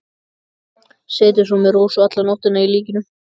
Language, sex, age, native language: Icelandic, male, 14, Icelandic